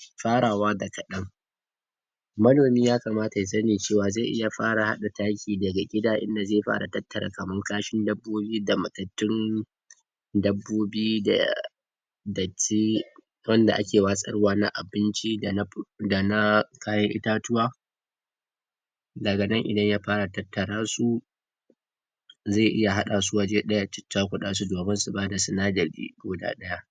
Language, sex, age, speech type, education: Hausa, male, 46-60, spontaneous, tertiary